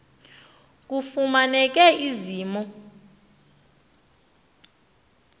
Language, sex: Xhosa, female